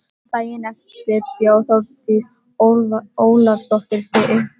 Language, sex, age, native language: Icelandic, female, 12, Icelandic